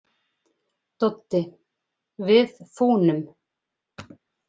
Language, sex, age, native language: Icelandic, female, 20-29, Icelandic